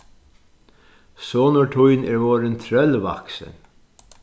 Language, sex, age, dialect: Faroese, male, 61+, Sandoy